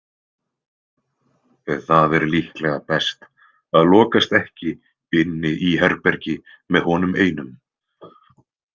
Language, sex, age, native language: Icelandic, male, 20-29, Icelandic